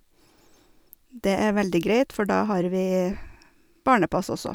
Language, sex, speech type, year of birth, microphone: Norwegian, female, spontaneous, 1970, Sennheiser